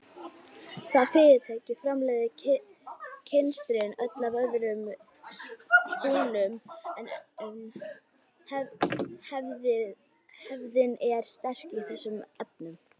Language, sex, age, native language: Icelandic, female, 60-69, Icelandic